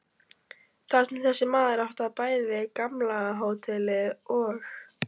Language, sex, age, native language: Icelandic, female, 12, Icelandic